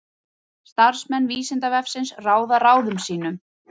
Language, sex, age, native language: Icelandic, female, 30-39, Icelandic